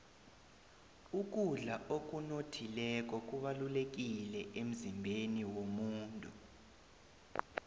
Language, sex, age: South Ndebele, male, 20